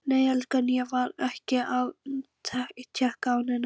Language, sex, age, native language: Icelandic, female, 11, Icelandic